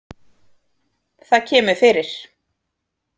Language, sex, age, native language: Icelandic, female, 40-49, Icelandic